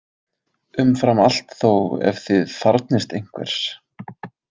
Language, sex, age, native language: Icelandic, male, 20-29, Icelandic